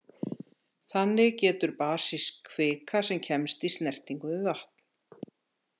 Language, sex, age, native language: Icelandic, female, 60-69, Icelandic